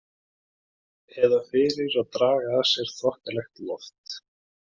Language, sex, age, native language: Icelandic, male, 20-29, Icelandic